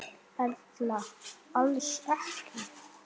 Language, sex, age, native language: Icelandic, male, 8, Icelandic